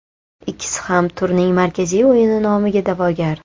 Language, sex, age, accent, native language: Uzbek, female, 18-24, Toshkent shahri, Uzbek